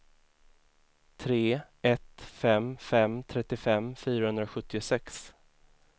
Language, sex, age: Swedish, male, 24